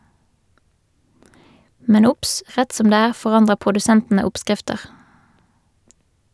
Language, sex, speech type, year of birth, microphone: Norwegian, female, read, 1985, Shure